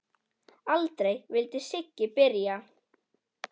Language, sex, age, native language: Icelandic, female, 10, Icelandic